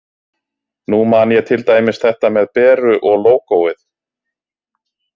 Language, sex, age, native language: Icelandic, male, 40-49, Icelandic